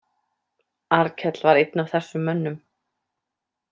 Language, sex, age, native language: Icelandic, female, 30-39, Icelandic